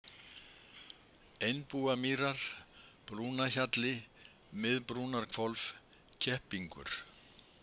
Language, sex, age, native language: Icelandic, male, 70-79, Icelandic